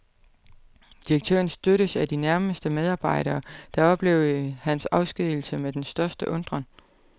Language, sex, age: Danish, female, 32